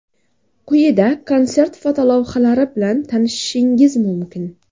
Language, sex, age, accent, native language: Uzbek, female, 18-24, Surxondaryo, Uzbek